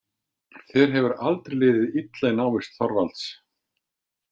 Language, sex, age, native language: Icelandic, male, 50-59, Icelandic